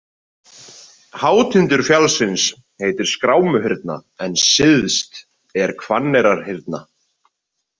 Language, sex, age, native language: Icelandic, male, 20-29, Icelandic